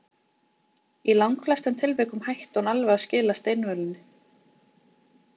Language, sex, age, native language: Icelandic, female, 20-29, Icelandic